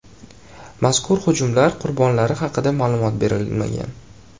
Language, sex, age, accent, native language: Uzbek, male, 18-24, Jizzax, Uzbek